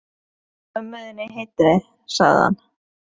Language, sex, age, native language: Icelandic, female, 20-29, Norwegian